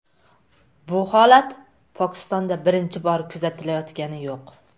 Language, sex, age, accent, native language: Uzbek, female, 25-34, Toshkent shahri, Uzbek